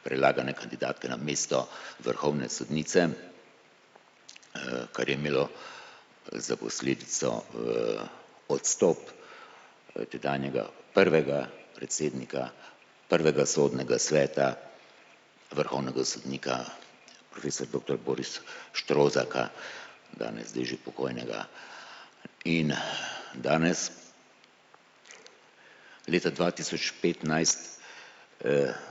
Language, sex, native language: Slovenian, male, Slovenian